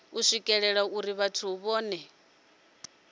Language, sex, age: Venda, female, 30